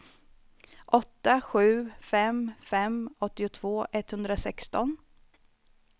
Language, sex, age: Swedish, female, 25